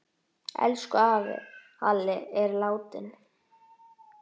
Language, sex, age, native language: Icelandic, male, 6, Icelandic